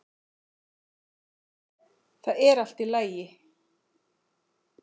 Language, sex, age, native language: Icelandic, female, 40-49, Icelandic